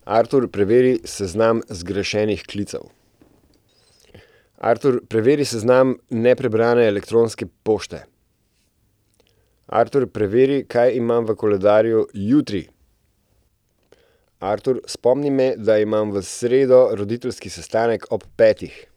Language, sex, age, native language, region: Slovenian, male, 30-49, Slovenian, Central Slovenia